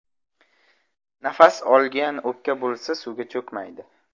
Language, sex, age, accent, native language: Uzbek, male, 25-34, Samarqand, Uzbek